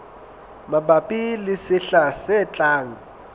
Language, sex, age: Southern Sotho, male, 22